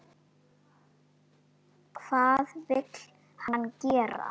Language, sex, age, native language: Icelandic, female, 9, Icelandic